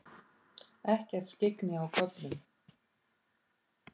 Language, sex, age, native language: Icelandic, female, 50-59, Icelandic